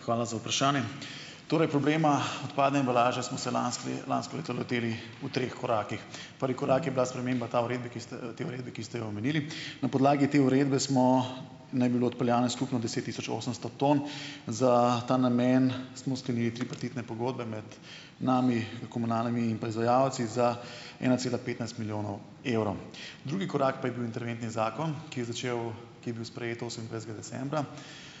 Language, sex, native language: Slovenian, male, Slovenian